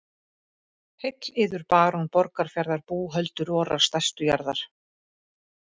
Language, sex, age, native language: Icelandic, female, 50-59, Icelandic